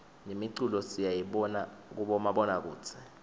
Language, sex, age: Swati, male, 21